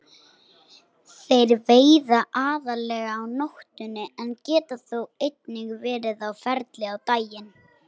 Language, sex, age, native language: Icelandic, female, 60-69, Icelandic